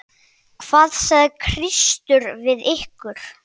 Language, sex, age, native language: Icelandic, male, 7, Icelandic